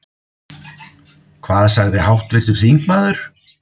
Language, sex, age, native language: Icelandic, male, 50-59, Icelandic